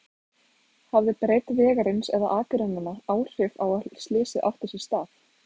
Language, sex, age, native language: Icelandic, female, 20-29, Icelandic